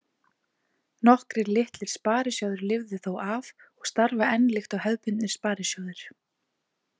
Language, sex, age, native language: Icelandic, female, 20-29, Icelandic